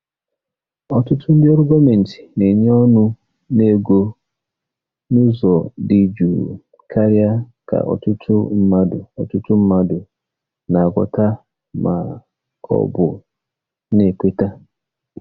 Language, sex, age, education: Igbo, male, 30-45, tertiary